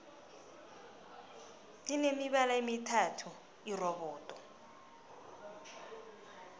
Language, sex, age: South Ndebele, female, 19